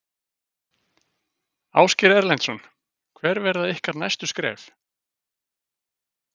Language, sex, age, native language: Icelandic, male, 50-59, Icelandic